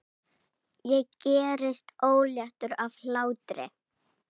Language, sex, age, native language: Icelandic, female, 8, Icelandic